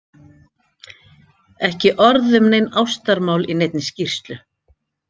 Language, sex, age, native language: Icelandic, female, 50-59, Icelandic